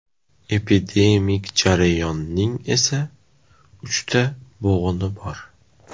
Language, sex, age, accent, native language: Uzbek, male, 18-24, Namangan, Uzbek